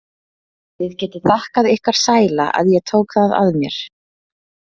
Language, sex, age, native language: Icelandic, female, 30-39, Icelandic